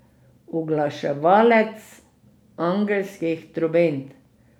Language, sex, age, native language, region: Slovenian, female, 60+, Slovenian, Drava region